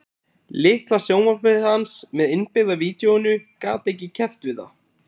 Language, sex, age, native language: Icelandic, male, 20-29, Icelandic